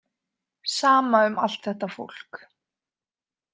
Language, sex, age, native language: Icelandic, female, 20-29, Icelandic